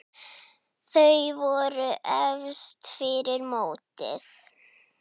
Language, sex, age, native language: Icelandic, female, 9, Icelandic